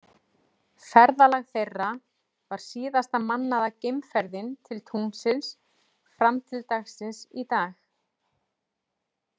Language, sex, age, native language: Icelandic, female, 40-49, Icelandic